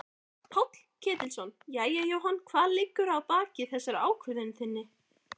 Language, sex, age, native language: Icelandic, female, 18-19, Icelandic